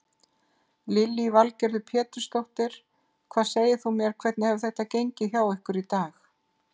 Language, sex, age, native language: Icelandic, female, 50-59, Icelandic